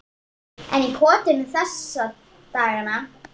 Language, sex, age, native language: Icelandic, female, 7, Icelandic